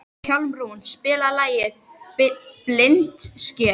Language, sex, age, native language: Icelandic, female, 13, Icelandic